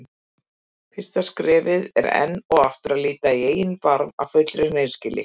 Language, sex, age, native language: Icelandic, female, 50-59, Icelandic